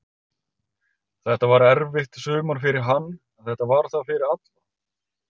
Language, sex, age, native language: Icelandic, male, 30-39, Icelandic